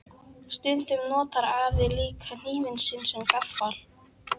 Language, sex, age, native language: Icelandic, female, 11, Icelandic